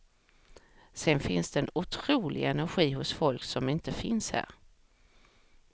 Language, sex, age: Swedish, female, 44